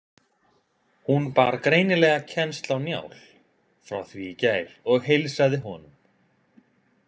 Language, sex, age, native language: Icelandic, male, 20-29, Icelandic